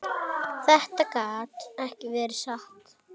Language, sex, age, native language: Icelandic, female, 9, Icelandic